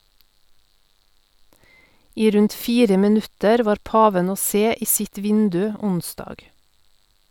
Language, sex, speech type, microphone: Norwegian, female, read, Sennheiser